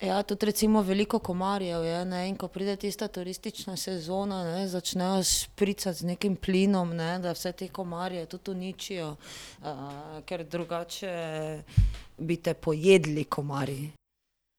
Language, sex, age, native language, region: Slovenian, female, 30-49, Slovenian, Drava region